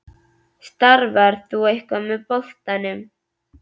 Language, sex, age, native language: Icelandic, female, 11, Icelandic